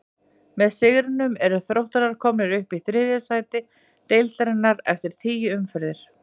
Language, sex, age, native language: Icelandic, female, 40-49, Icelandic